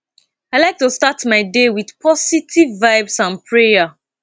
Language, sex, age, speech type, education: Nigerian Pidgin, female, 15-29, spontaneous, tertiary